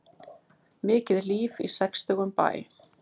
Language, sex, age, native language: Icelandic, female, 40-49, Icelandic